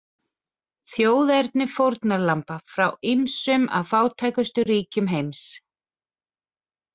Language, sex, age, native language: Icelandic, female, 40-49, Icelandic